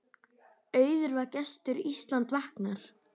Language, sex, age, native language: Icelandic, female, 10, Icelandic